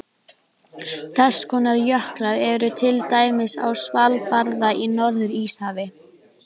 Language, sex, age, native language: Icelandic, female, 20-29, Icelandic